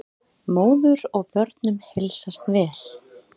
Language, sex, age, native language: Icelandic, female, 30-39, Icelandic